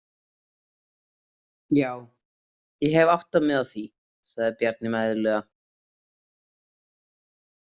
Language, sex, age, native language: Icelandic, female, 30-39, Icelandic